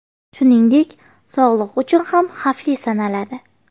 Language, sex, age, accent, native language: Uzbek, female, 18-24, Farg'ona, Uzbek